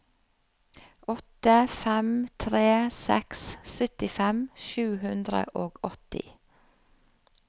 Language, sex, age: Norwegian, female, 45